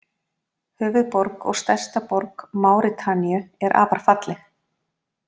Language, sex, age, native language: Icelandic, female, 40-49, Icelandic